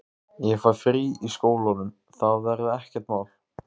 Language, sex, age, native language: Icelandic, male, 15, Icelandic